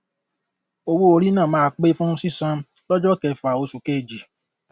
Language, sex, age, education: Yoruba, male, 30-45, tertiary